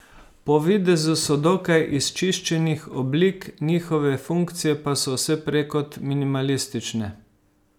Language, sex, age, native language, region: Slovenian, male, 50-59, Slovenian, Savinja region